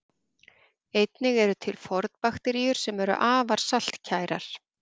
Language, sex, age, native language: Icelandic, female, 40-49, Icelandic